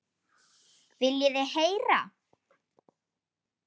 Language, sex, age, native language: Icelandic, female, 8, Icelandic